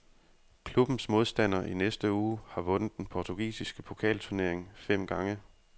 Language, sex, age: Danish, male, 30